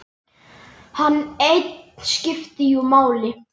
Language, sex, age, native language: Icelandic, male, 10, Icelandic